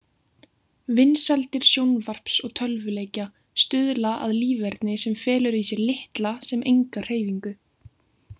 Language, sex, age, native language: Icelandic, female, 18-19, Icelandic